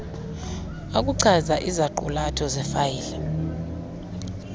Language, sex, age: Xhosa, female, 30